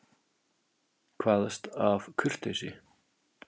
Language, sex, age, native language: Icelandic, male, 50-59, Icelandic